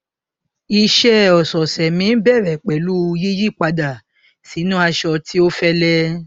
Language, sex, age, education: Yoruba, female, 30-45, tertiary